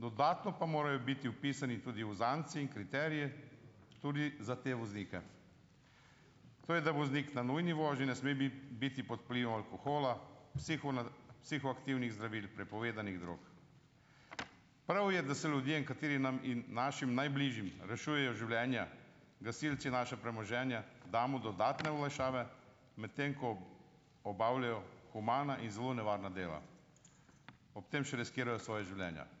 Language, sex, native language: Slovenian, male, Slovenian